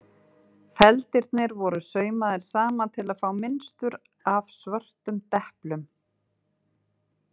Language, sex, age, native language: Icelandic, female, 40-49, Icelandic